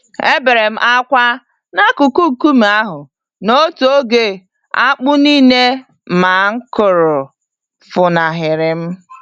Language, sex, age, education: Igbo, female, 30-45, tertiary